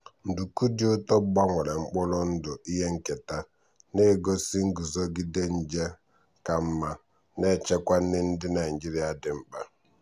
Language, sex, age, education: Igbo, male, 15-29, tertiary